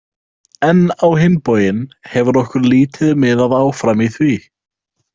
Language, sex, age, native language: Icelandic, male, 18-19, Icelandic